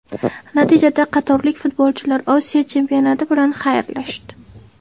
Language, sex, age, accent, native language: Uzbek, female, 18-24, Samarqand, Uzbek